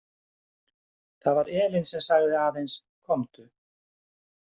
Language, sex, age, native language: Icelandic, male, 50-59, Icelandic